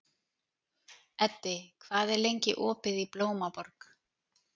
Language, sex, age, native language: Icelandic, female, 40-49, Icelandic